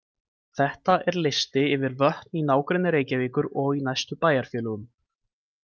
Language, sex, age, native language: Icelandic, male, 20-29, Icelandic